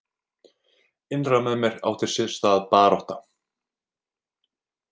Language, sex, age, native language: Icelandic, male, 20-29, Icelandic